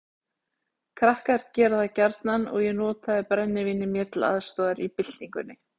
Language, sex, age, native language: Icelandic, female, 40-49, Icelandic